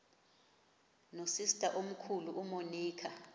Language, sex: Xhosa, female